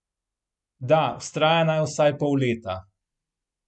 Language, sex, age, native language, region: Slovenian, male, 30-49, Slovenian, Central Slovenia